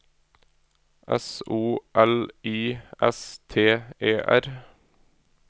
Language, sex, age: Norwegian, male, 26